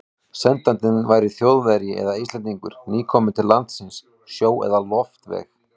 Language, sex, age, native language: Icelandic, male, 18-19, Icelandic